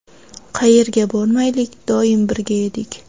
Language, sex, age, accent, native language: Uzbek, female, 18-24, Xorazm, Uzbek